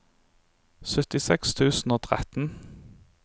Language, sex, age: Norwegian, male, 23